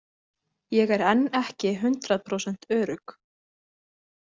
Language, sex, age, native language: Icelandic, female, 20-29, Icelandic